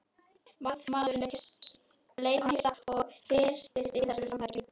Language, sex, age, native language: Icelandic, female, 11, Icelandic